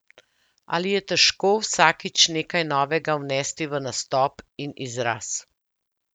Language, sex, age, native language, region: Slovenian, female, 50-59, Slovenian, Central Slovenia